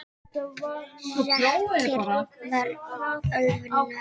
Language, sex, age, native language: Icelandic, female, 18-19, Icelandic